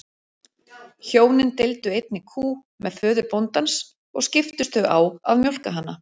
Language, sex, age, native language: Icelandic, female, 40-49, Icelandic